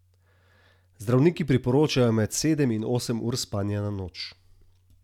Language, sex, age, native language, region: Slovenian, male, 30-49, Slovenian, Southeast Slovenia